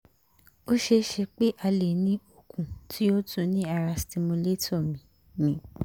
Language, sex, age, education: Yoruba, female, 15-29, tertiary